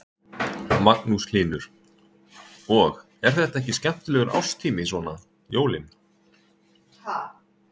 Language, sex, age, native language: Icelandic, male, 30-39, Icelandic